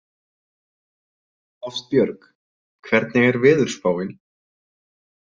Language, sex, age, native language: Icelandic, male, 20-29, Icelandic